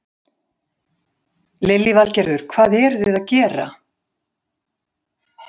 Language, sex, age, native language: Icelandic, female, 60-69, Icelandic